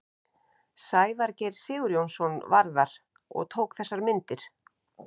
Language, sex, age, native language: Icelandic, female, 50-59, Icelandic